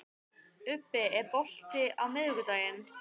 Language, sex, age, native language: Icelandic, female, 18-19, Icelandic